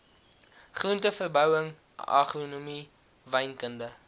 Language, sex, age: Afrikaans, male, 19